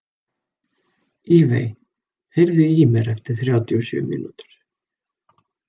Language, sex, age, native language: Icelandic, male, 40-49, Icelandic